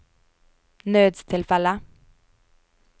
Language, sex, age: Norwegian, female, 22